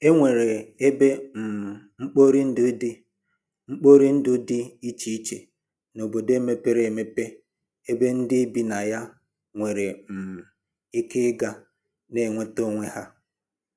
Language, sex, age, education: Igbo, male, 15-29, tertiary